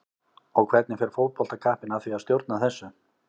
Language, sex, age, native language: Icelandic, male, 20-29, Icelandic